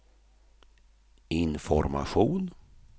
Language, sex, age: Swedish, male, 53